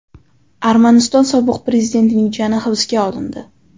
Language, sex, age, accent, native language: Uzbek, female, 25-34, Qashqadaryo, Uzbek